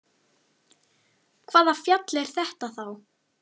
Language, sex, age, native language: Icelandic, male, 9, Icelandic